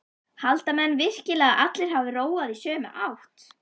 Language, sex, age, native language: Icelandic, female, 11, Icelandic